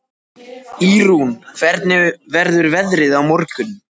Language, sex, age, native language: Icelandic, male, 14, Icelandic